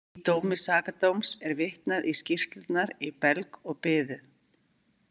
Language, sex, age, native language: Icelandic, female, 50-59, Icelandic